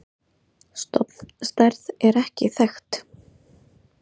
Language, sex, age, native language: Icelandic, female, 30-39, Icelandic